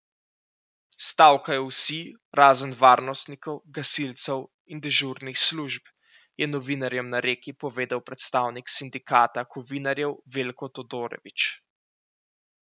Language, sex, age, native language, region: Slovenian, male, 18-29, Slovenian, Central Slovenia